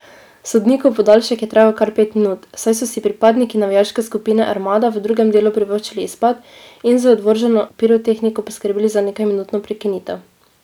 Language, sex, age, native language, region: Slovenian, female, 18-29, Slovenian, Drava region